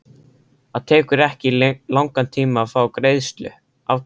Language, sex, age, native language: Icelandic, male, 13, Icelandic